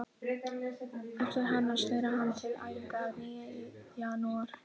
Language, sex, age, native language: Icelandic, female, 18-19, Icelandic